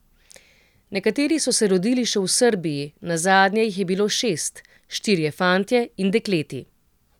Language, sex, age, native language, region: Slovenian, female, 30-49, Slovenian, Central Slovenia